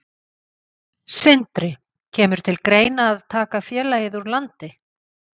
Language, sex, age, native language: Icelandic, female, 50-59, Icelandic